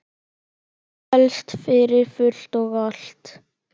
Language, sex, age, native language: Icelandic, male, 10, Icelandic